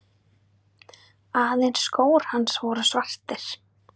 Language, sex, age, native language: Icelandic, female, 30-39, Icelandic